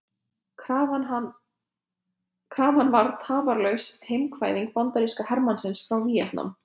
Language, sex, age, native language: Icelandic, female, 20-29, Lithuanian